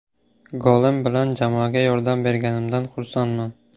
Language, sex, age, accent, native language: Uzbek, male, 18-24, Samarqand, Uzbek